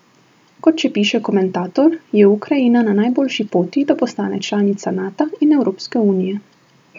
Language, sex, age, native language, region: Slovenian, female, 18-29, Slovenian, Southeast Slovenia